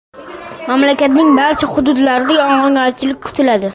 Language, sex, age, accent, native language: Uzbek, male, 35+, Toshkent shahri, Uzbek